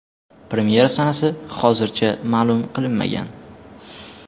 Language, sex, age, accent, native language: Uzbek, male, 12-17, Jizzax, Uzbek